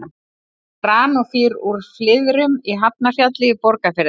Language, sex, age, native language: Icelandic, male, 12, Icelandic